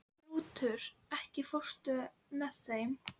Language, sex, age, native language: Icelandic, female, 11, Icelandic